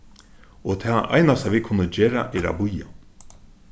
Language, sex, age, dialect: Faroese, male, 36-60, Suðurstreymoy